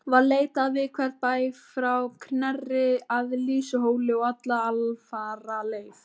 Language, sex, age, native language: Icelandic, female, 18-19, Icelandic